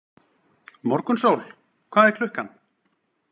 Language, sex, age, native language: Icelandic, male, 40-49, Icelandic